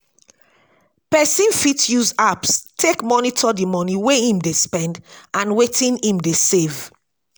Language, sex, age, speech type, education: Nigerian Pidgin, female, 46-60, spontaneous, tertiary